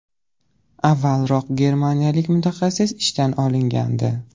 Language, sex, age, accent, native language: Uzbek, male, 18-24, Surxondaryo, Uzbek